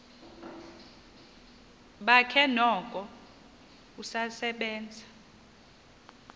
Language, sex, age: Xhosa, female, 30